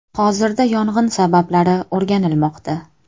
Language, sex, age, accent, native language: Uzbek, female, 25-34, Toshkent shahri, Uzbek